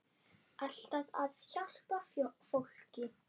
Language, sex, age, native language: Icelandic, female, 8, Icelandic